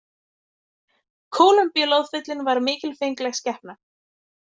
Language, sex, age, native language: Icelandic, female, 20-29, Icelandic